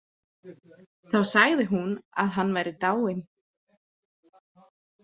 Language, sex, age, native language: Icelandic, female, 30-39, Icelandic